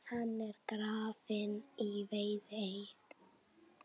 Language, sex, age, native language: Icelandic, female, 9, Icelandic